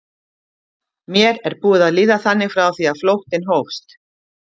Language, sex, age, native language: Icelandic, female, 50-59, Icelandic